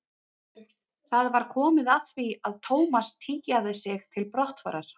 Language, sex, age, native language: Icelandic, female, 30-39, Icelandic